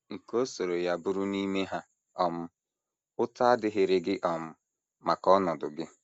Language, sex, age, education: Igbo, male, 30-45, secondary